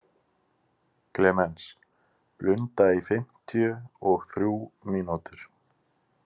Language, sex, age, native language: Icelandic, male, 30-39, Icelandic